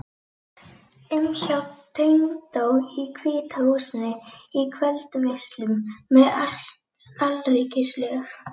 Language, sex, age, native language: Icelandic, female, 11, Icelandic